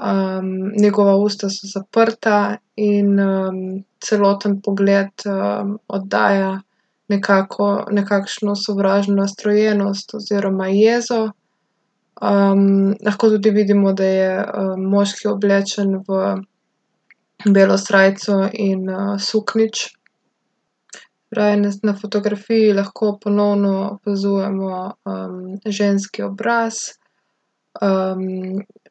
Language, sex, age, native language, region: Slovenian, female, 18-29, Slovenian, Gorica region